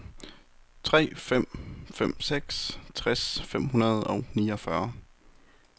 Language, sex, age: Danish, male, 23